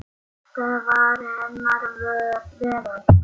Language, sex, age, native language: Icelandic, male, 8, Icelandic